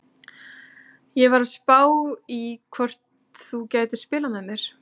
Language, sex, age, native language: Icelandic, female, 30-39, Icelandic